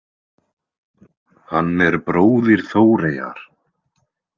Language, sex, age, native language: Icelandic, male, 20-29, Icelandic